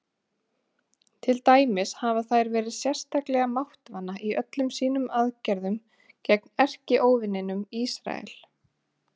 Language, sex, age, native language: Icelandic, female, 30-39, Icelandic